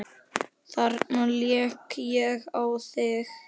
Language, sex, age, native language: Icelandic, male, 9, Icelandic